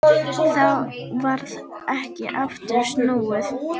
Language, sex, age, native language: Icelandic, female, 10, Icelandic